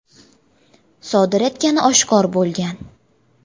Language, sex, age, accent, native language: Uzbek, female, 18-24, Jizzax, Uzbek